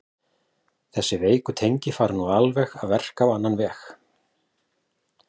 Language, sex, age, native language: Icelandic, male, 40-49, Icelandic